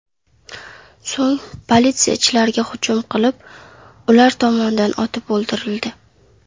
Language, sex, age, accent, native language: Uzbek, female, under 19, Qashqadaryo, Uzbek